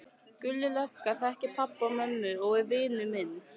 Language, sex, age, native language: Icelandic, female, 15, Icelandic